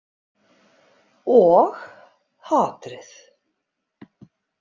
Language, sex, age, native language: Icelandic, female, 50-59, Icelandic